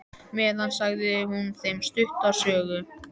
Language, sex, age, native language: Icelandic, male, 11, Icelandic